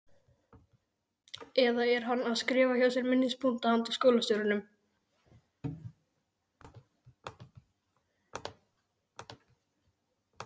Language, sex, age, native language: Icelandic, male, 12, Icelandic